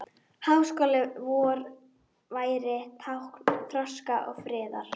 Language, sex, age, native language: Icelandic, female, 12, Icelandic